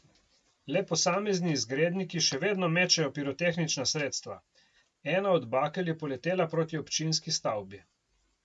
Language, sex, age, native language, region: Slovenian, male, 50-59, Slovenian, Coastal Karst region